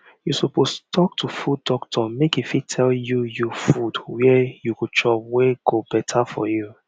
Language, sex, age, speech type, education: Nigerian Pidgin, male, 30-45, spontaneous, tertiary